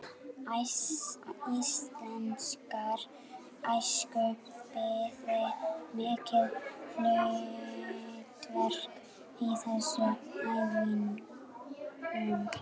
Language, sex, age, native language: Icelandic, female, 11, Icelandic